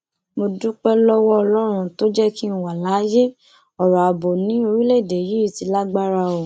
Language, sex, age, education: Yoruba, female, 15-29, tertiary